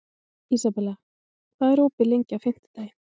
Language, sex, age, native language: Icelandic, female, 20-29, Icelandic